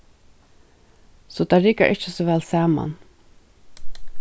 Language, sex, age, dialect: Faroese, female, 36-60, Suðurstreymoy